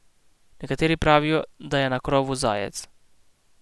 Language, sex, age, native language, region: Slovenian, male, 18-29, Slovenian, Posavska region